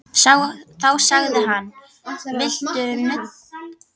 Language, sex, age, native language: Icelandic, female, 10, Icelandic